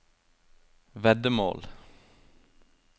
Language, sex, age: Norwegian, male, 23